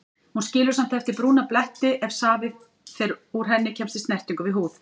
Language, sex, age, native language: Icelandic, female, 40-49, Icelandic